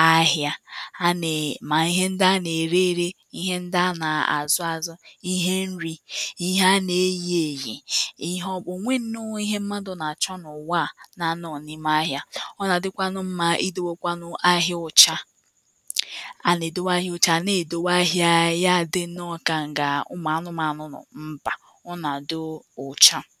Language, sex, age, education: Igbo, female, 15-29, tertiary